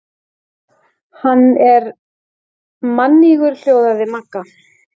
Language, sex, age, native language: Icelandic, female, 18-19, Icelandic